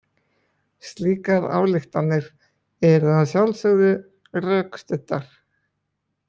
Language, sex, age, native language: Icelandic, male, 20-29, Icelandic